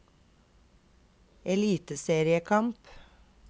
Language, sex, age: Norwegian, female, 32